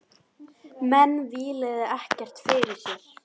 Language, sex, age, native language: Icelandic, female, 10, Icelandic